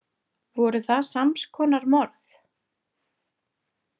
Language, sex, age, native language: Icelandic, female, 30-39, Icelandic